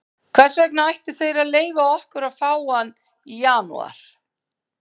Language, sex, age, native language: Icelandic, female, 50-59, Icelandic